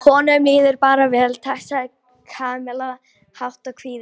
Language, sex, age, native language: Icelandic, female, 18-19, Polish